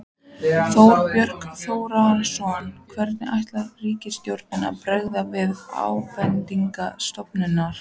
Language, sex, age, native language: Icelandic, female, 14, Icelandic